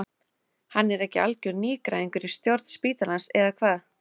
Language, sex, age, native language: Icelandic, female, 30-39, Icelandic